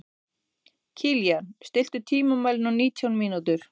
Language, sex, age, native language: Icelandic, female, 30-39, Icelandic